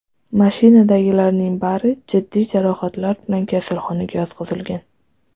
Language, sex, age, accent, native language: Uzbek, female, 12-17, Toshkent viloyati, Uzbek